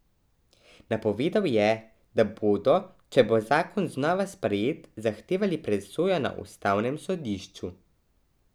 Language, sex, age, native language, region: Slovenian, male, 12-17, Slovenian, Drava region